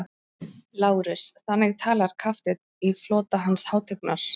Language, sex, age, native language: Icelandic, female, 13, Icelandic